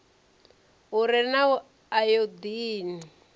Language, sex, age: Venda, female, 34